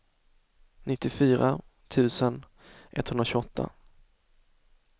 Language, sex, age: Swedish, male, 24